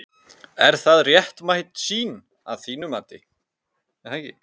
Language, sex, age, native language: Icelandic, male, 30-39, Icelandic